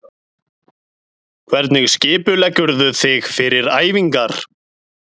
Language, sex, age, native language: Icelandic, male, 30-39, Icelandic